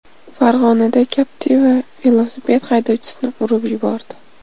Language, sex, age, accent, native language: Uzbek, female, 18-24, Namangan, Uzbek